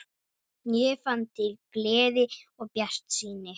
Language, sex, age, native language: Icelandic, male, 12, Icelandic